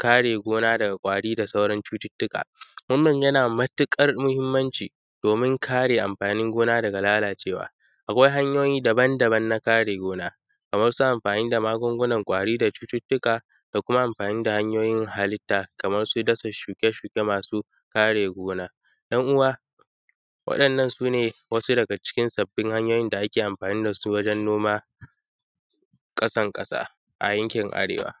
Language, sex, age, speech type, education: Hausa, male, 15-29, spontaneous, secondary